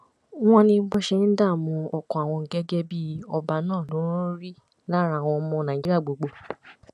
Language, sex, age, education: Yoruba, female, 15-29, tertiary